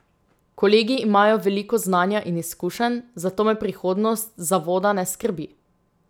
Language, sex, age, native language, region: Slovenian, female, 18-29, Slovenian, Drava region